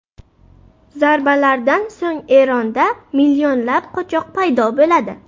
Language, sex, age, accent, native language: Uzbek, female, 12-17, Buxoro, Uzbek